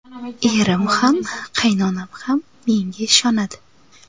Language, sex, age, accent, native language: Uzbek, female, 18-24, Samarqand, Uzbek